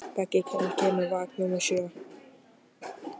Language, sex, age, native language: Icelandic, male, 12, Icelandic